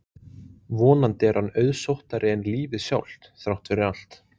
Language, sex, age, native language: Icelandic, male, 20-29, Icelandic